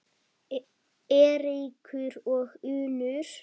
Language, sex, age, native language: Icelandic, female, 10, Icelandic